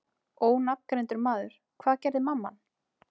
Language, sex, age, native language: Icelandic, female, 30-39, Icelandic